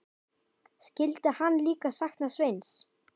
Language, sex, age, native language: Icelandic, female, 10, Icelandic